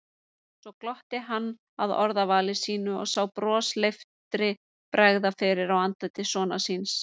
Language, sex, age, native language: Icelandic, female, 30-39, Icelandic